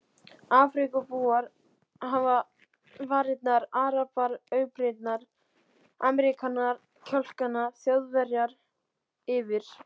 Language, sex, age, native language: Icelandic, male, 12, Icelandic